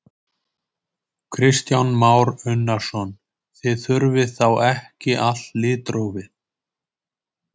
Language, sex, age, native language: Icelandic, male, 20-29, Icelandic